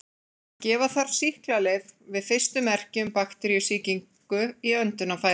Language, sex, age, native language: Icelandic, female, 40-49, Icelandic